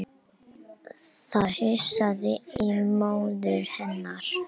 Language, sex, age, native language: Icelandic, male, 18-19, Icelandic